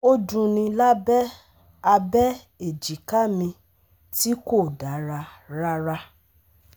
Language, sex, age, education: Yoruba, female, 15-29, tertiary